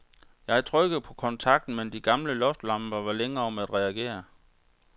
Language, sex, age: Danish, male, 46